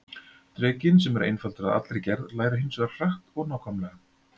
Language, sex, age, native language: Icelandic, male, 40-49, Icelandic